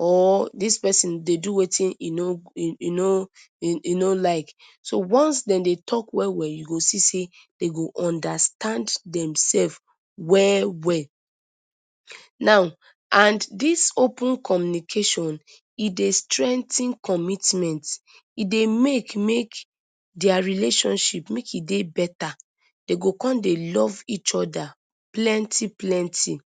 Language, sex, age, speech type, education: Nigerian Pidgin, female, 30-45, spontaneous, tertiary